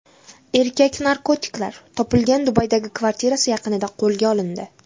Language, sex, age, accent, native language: Uzbek, female, under 19, Jizzax, Uzbek